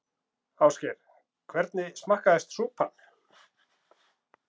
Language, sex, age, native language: Icelandic, male, 40-49, Icelandic